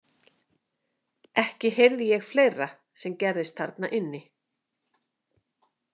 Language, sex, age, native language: Icelandic, female, 50-59, Icelandic